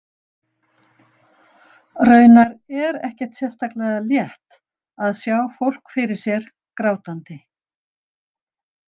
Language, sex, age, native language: Icelandic, female, 60-69, Icelandic